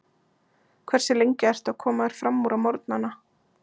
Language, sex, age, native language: Icelandic, female, 20-29, Icelandic